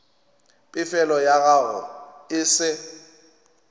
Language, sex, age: Northern Sotho, male, 21